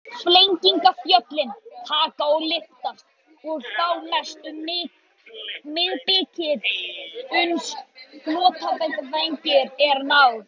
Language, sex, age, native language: Icelandic, male, 18-19, Icelandic